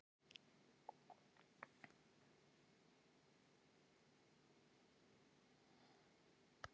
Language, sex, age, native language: Icelandic, female, 60-69, Icelandic